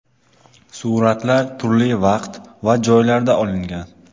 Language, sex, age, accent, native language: Uzbek, male, 18-24, Qashqadaryo, Uzbek